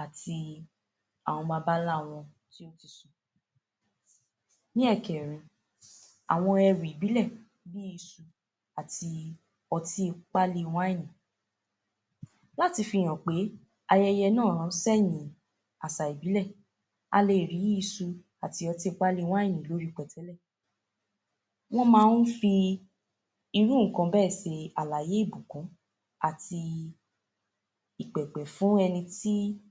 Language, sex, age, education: Yoruba, female, 15-29, tertiary